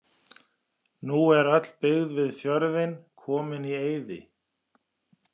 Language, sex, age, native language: Icelandic, male, 40-49, Icelandic